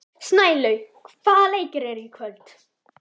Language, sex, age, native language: Icelandic, female, 11, Icelandic